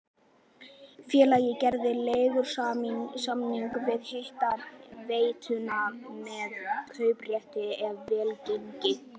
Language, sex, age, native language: Icelandic, male, 11, Icelandic